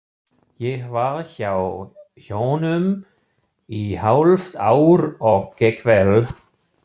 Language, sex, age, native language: Icelandic, male, 60-69, German